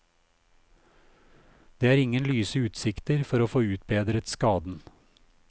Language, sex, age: Norwegian, male, 56